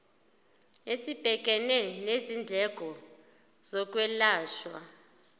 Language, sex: Zulu, female